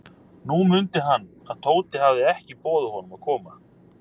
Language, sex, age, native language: Icelandic, male, 30-39, Icelandic